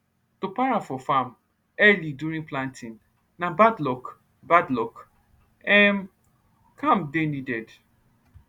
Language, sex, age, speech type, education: Nigerian Pidgin, male, 15-29, spontaneous, tertiary